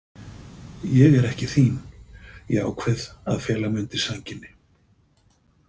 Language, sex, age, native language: Icelandic, male, 50-59, Icelandic